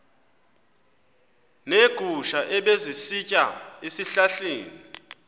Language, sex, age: Xhosa, male, 24